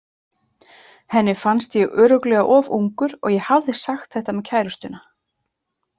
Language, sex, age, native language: Icelandic, female, 30-39, Icelandic